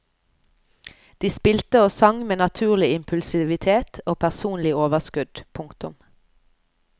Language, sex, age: Norwegian, female, 29